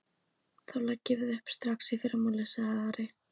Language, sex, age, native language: Icelandic, female, 18-19, Icelandic